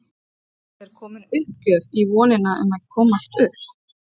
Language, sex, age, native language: Icelandic, female, 30-39, Icelandic